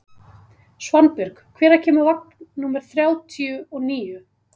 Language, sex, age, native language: Icelandic, female, 30-39, Icelandic